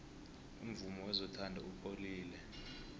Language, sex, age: South Ndebele, male, 20